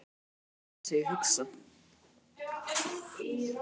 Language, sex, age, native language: Icelandic, male, 13, Icelandic